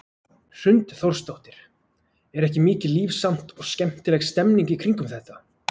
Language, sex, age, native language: Icelandic, male, 20-29, Icelandic